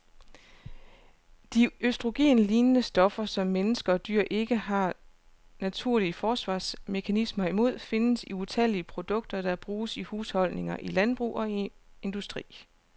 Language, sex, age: Danish, female, 29